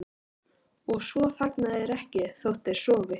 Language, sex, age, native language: Icelandic, male, 13, Icelandic